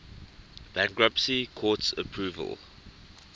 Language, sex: English, male